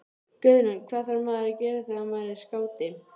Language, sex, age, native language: Icelandic, female, 13, Icelandic